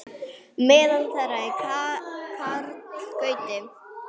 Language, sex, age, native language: Icelandic, female, 9, Icelandic